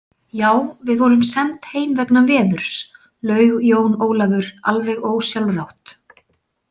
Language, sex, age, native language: Icelandic, female, 40-49, Icelandic